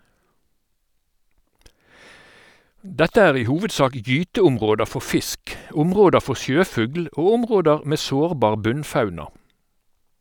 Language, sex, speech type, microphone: Norwegian, male, read, Sennheiser